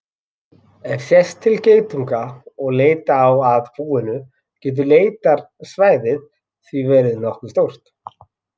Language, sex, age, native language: Icelandic, male, 40-49, Icelandic